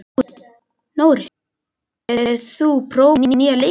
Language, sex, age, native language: Icelandic, male, 11, Icelandic